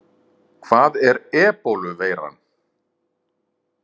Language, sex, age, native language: Icelandic, male, 50-59, Icelandic